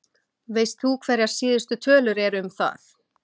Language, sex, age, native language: Icelandic, female, 20-29, Icelandic